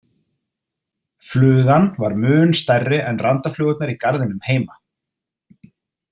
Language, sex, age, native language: Icelandic, male, 30-39, Icelandic